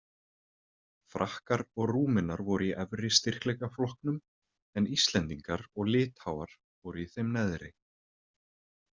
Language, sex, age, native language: Icelandic, male, 30-39, Icelandic